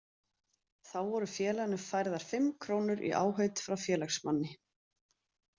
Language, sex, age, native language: Icelandic, female, 30-39, Icelandic